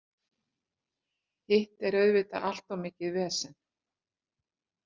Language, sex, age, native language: Icelandic, female, 60-69, Icelandic